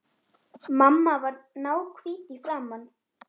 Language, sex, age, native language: Icelandic, female, 10, Icelandic